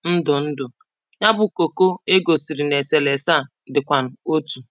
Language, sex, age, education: Igbo, female, 30-45, primary